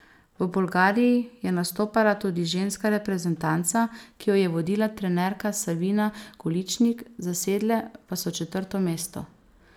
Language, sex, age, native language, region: Slovenian, female, 18-29, Slovenian, Savinja region